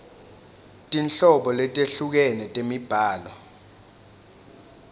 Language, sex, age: Swati, male, 19